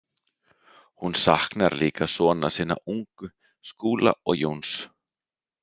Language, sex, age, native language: Icelandic, male, 30-39, Icelandic